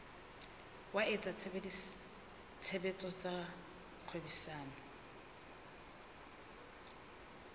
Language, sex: Southern Sotho, female